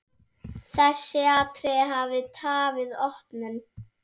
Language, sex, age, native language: Icelandic, female, 7, Icelandic